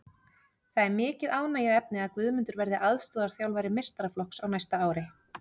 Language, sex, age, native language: Icelandic, female, 30-39, Icelandic